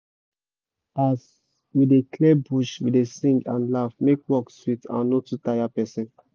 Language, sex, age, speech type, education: Nigerian Pidgin, male, 15-29, spontaneous, tertiary